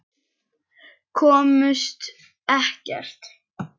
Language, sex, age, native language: Icelandic, male, 10, Icelandic